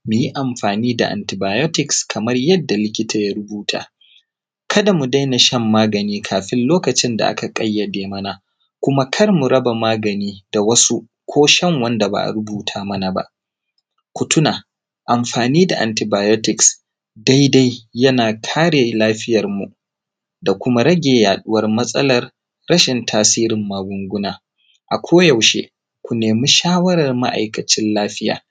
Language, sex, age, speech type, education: Hausa, male, 30-45, spontaneous, primary